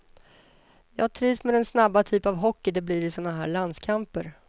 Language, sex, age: Swedish, female, 33